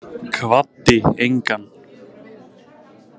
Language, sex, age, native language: Icelandic, male, 20-29, Icelandic